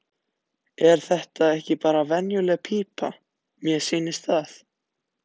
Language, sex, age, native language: Icelandic, other, 14, Icelandic